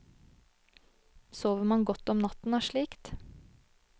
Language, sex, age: Norwegian, female, 25